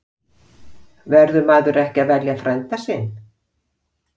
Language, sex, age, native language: Icelandic, female, 50-59, Icelandic